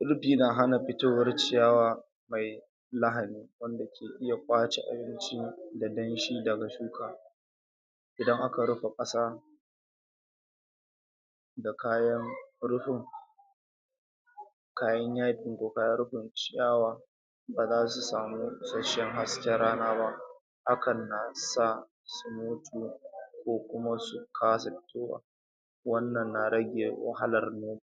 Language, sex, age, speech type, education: Hausa, male, 46-60, spontaneous, tertiary